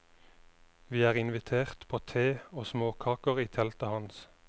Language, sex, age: Norwegian, male, 29